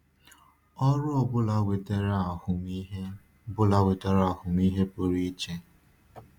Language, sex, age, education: Igbo, male, 15-29, tertiary